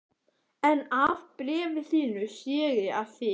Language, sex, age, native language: Icelandic, male, 11, Icelandic